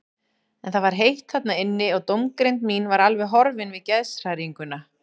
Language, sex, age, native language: Icelandic, female, 40-49, Icelandic